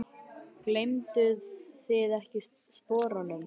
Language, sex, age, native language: Icelandic, male, 12, Icelandic